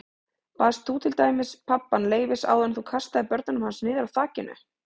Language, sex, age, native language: Icelandic, female, 30-39, Icelandic